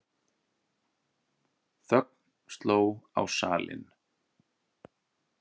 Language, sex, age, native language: Icelandic, male, 40-49, Icelandic